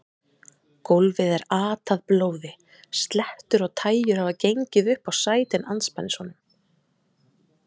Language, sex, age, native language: Icelandic, female, 30-39, Icelandic